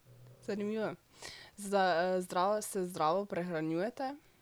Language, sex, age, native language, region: Slovenian, female, 12-17, Slovenian, Drava region